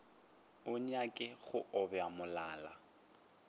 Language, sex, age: Northern Sotho, male, 21